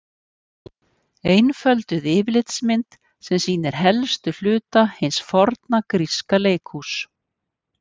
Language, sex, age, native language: Icelandic, female, 50-59, Icelandic